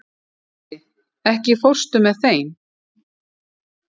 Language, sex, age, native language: Icelandic, female, 40-49, Icelandic